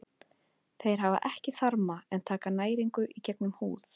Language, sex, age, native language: Icelandic, female, 30-39, Icelandic